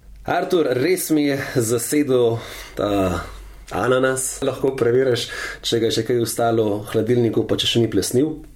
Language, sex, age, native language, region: Slovenian, male, 30-49, Slovenian, Central Slovenia